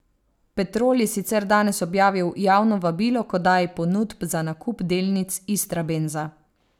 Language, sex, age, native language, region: Slovenian, female, 30-49, Slovenian, Savinja region